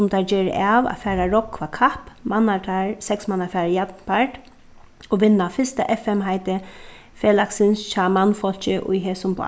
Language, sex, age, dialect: Faroese, female, 36-60, Suðuroy